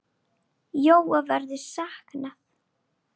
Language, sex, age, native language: Icelandic, female, 9, Icelandic